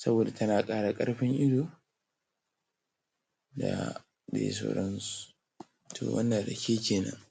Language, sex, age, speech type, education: Hausa, male, 15-29, spontaneous, tertiary